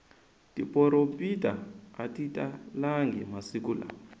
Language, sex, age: Tsonga, male, 20